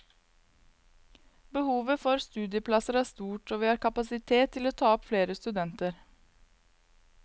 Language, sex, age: Norwegian, female, 22